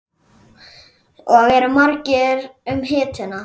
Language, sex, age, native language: Icelandic, female, 10, Icelandic